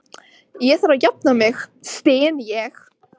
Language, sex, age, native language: Icelandic, female, 13, Icelandic